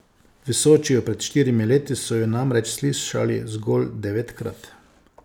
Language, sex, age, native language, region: Slovenian, male, 50-59, Slovenian, Savinja region